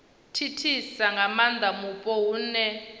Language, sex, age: Venda, female, 19